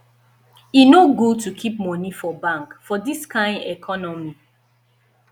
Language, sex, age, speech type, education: Nigerian Pidgin, female, 15-29, spontaneous, tertiary